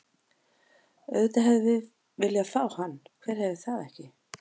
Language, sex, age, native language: Icelandic, female, 40-49, Icelandic